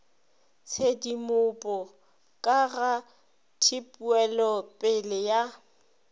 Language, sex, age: Northern Sotho, female, 26